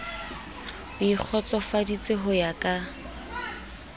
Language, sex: Southern Sotho, female